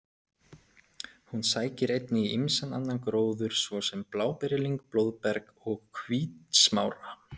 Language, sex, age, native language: Icelandic, male, 30-39, Icelandic